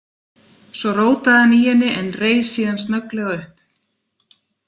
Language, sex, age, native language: Icelandic, female, 40-49, Icelandic